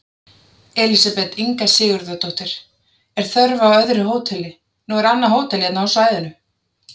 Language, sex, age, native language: Icelandic, female, 30-39, Icelandic